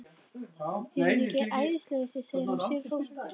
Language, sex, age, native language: Icelandic, female, 13, Icelandic